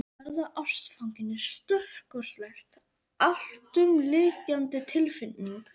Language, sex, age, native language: Icelandic, male, 11, Icelandic